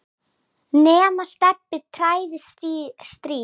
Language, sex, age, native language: Icelandic, female, 10, Icelandic